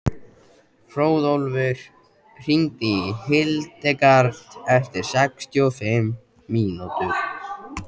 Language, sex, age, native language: Icelandic, male, 14, Icelandic